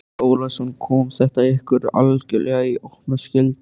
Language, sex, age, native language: Icelandic, male, 13, Icelandic